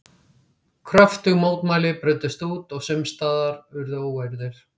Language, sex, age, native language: Icelandic, female, 60-69, Icelandic